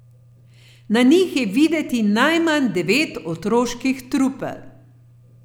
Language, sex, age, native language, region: Slovenian, female, 50-59, Slovenian, Gorenjska region